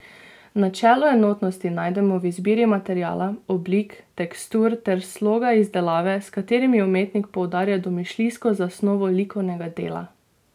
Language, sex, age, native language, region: Slovenian, female, 18-29, Slovenian, Drava region